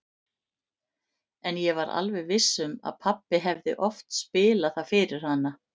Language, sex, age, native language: Icelandic, female, 50-59, Icelandic